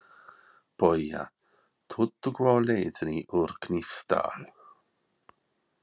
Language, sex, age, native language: Icelandic, male, 40-49, English